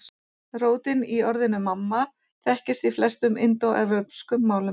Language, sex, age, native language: Icelandic, female, 40-49, Icelandic